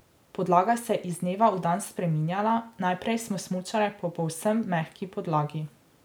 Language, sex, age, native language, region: Slovenian, female, 18-29, Slovenian, Drava region